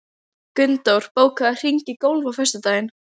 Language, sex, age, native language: Icelandic, female, 15, Icelandic